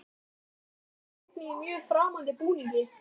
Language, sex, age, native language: Icelandic, male, 12, Icelandic